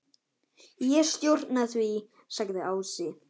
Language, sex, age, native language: Icelandic, male, 10, Icelandic